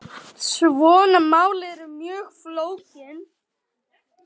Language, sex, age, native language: Icelandic, male, 10, Icelandic